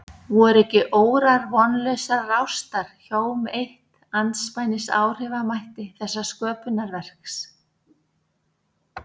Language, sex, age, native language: Icelandic, female, 60-69, Icelandic